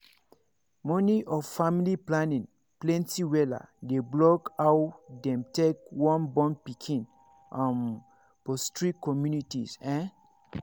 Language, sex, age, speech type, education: Nigerian Pidgin, male, 30-45, spontaneous, tertiary